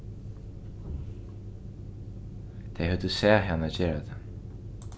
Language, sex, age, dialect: Faroese, male, 15-35, Norðuroyggjar